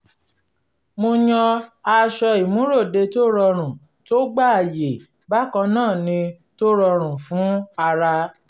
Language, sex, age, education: Yoruba, female, 30-45, tertiary